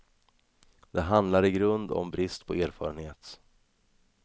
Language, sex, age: Swedish, male, 26